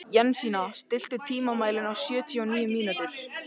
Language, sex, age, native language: Icelandic, male, 13, Icelandic